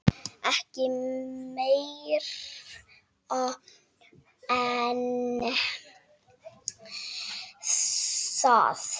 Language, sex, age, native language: Icelandic, male, 7, Icelandic